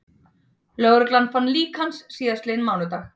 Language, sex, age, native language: Icelandic, female, 30-39, Icelandic